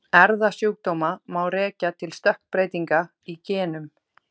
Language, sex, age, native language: Icelandic, female, 30-39, Icelandic